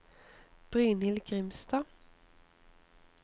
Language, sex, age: Norwegian, female, 25